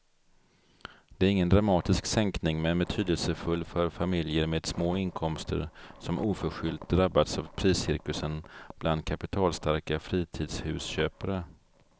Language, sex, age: Swedish, male, 42